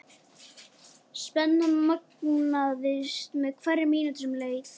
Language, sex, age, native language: Icelandic, male, 12, Icelandic